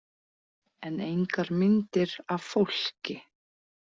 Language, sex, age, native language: Icelandic, female, 40-49, Icelandic